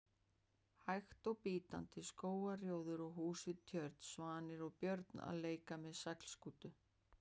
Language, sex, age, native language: Icelandic, female, 40-49, Icelandic